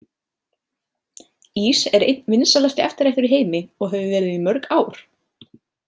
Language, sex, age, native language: Icelandic, female, 30-39, Icelandic